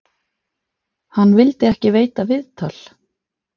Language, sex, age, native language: Icelandic, female, 40-49, Icelandic